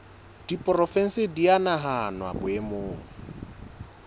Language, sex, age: Southern Sotho, male, 22